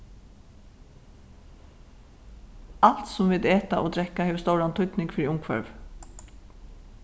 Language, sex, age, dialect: Faroese, female, 36-60, Suðurstreymoy